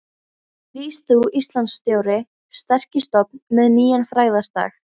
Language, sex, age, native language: Icelandic, female, 14, Icelandic